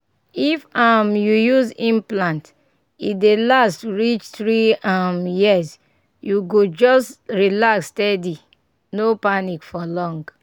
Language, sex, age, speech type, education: Nigerian Pidgin, female, 30-45, spontaneous, tertiary